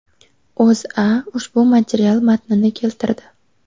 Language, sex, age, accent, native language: Uzbek, female, 18-24, Sirdaryo, Uzbek